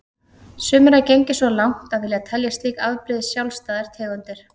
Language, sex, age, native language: Icelandic, female, 30-39, Icelandic